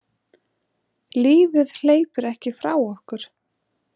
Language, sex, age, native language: Icelandic, female, 30-39, Icelandic